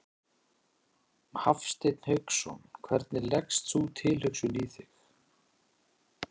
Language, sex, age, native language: Icelandic, male, 40-49, Icelandic